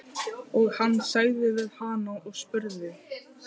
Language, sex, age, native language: Icelandic, female, 15, Icelandic